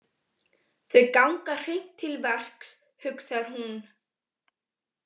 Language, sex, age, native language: Icelandic, female, 20-29, Icelandic